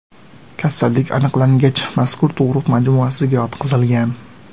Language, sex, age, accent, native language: Uzbek, male, 18-24, Sirdaryo, Uzbek